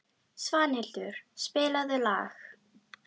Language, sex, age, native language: Icelandic, female, 12, Icelandic